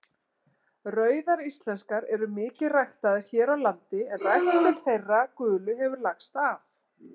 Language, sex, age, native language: Icelandic, female, 40-49, Icelandic